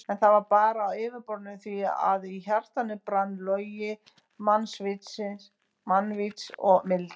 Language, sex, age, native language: Icelandic, female, 50-59, Icelandic